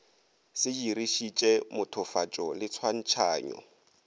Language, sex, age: Northern Sotho, male, 22